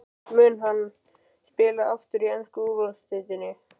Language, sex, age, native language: Icelandic, male, 12, Icelandic